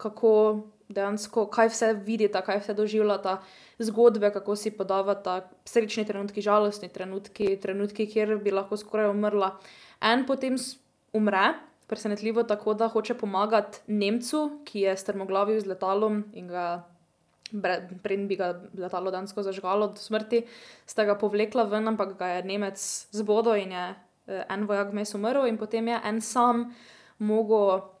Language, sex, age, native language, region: Slovenian, female, 18-29, Slovenian, Drava region